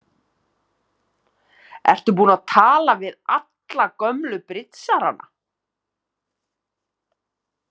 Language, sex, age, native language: Icelandic, female, 50-59, Icelandic